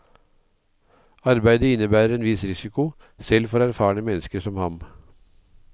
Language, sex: Norwegian, male